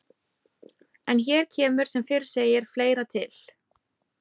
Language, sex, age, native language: Icelandic, female, 30-39, Icelandic